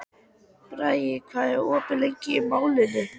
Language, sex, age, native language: Icelandic, female, 13, Icelandic